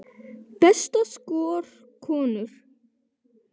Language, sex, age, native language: Icelandic, male, 9, Icelandic